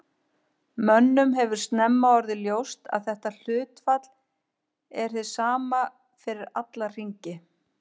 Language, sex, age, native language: Icelandic, female, 50-59, Icelandic